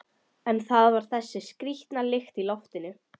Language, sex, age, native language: Icelandic, female, 11, Icelandic